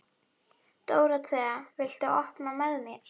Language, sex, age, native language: Icelandic, female, 11, Icelandic